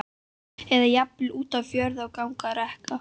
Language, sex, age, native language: Icelandic, female, 12, Icelandic